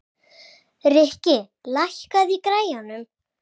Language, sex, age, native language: Icelandic, female, 30-39, Icelandic